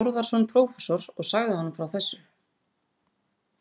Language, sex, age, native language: Icelandic, female, 40-49, Icelandic